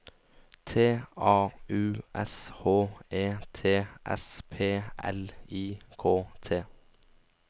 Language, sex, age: Norwegian, male, 19